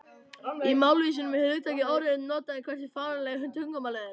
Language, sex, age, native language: Icelandic, male, 18-19, Icelandic